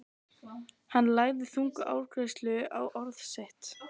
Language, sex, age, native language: Icelandic, female, 12, Icelandic